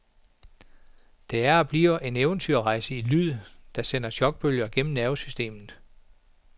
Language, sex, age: Danish, male, 49